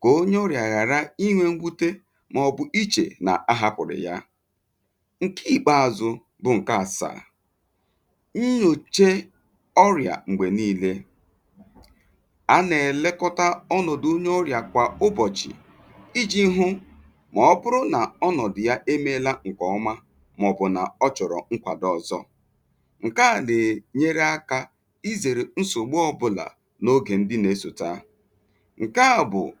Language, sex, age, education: Igbo, male, 30-45, tertiary